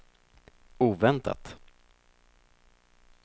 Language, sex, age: Swedish, male, 24